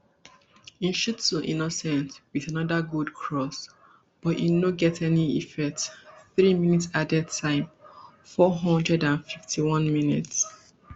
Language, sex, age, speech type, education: Nigerian Pidgin, female, 30-45, spontaneous, tertiary